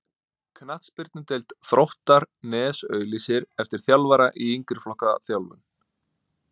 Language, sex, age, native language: Icelandic, male, 30-39, Icelandic